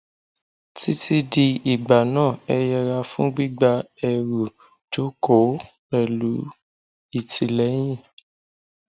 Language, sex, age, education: Yoruba, male, 15-29, tertiary